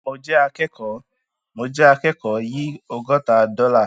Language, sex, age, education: Yoruba, male, 15-29, tertiary